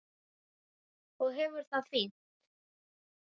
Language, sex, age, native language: Icelandic, female, 8, Icelandic